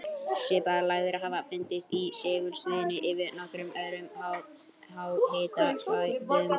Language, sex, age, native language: Icelandic, male, 11, Icelandic